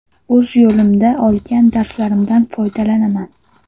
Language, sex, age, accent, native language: Uzbek, female, 12-17, Farg'ona, Uzbek